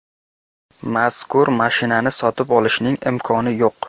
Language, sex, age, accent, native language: Uzbek, male, 18-24, Qashqadaryo, Uzbek